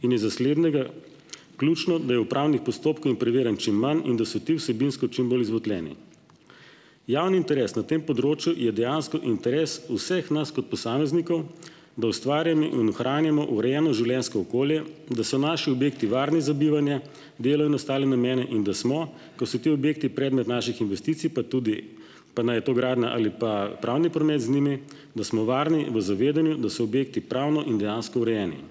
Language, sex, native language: Slovenian, male, Slovenian